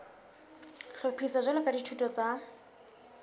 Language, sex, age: Southern Sotho, female, 19